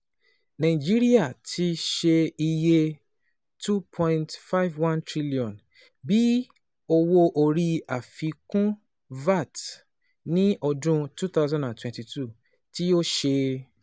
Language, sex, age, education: Yoruba, male, 30-45, tertiary